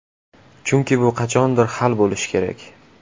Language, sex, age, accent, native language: Uzbek, male, 18-24, Toshkent shahri, Uzbek